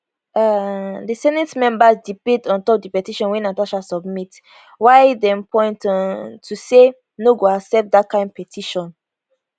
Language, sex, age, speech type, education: Nigerian Pidgin, female, 15-29, spontaneous, tertiary